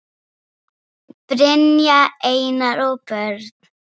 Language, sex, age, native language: Icelandic, female, 7, Icelandic